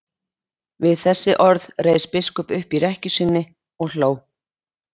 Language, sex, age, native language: Icelandic, female, 30-39, Icelandic